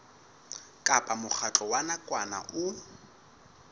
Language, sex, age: Southern Sotho, male, 19